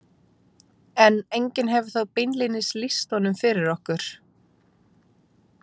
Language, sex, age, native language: Icelandic, female, 20-29, Icelandic